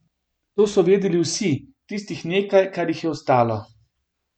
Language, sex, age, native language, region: Slovenian, male, 50-59, Slovenian, Gorenjska region